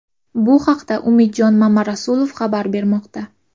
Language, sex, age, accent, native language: Uzbek, female, 18-24, Qashqadaryo, Uzbek